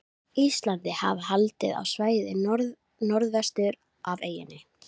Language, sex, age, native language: Icelandic, female, 11, Icelandic